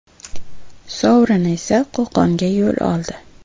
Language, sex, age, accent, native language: Uzbek, female, 18-24, Buxoro, Uzbek